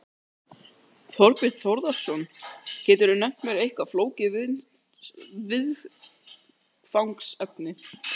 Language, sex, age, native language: Icelandic, male, 13, Icelandic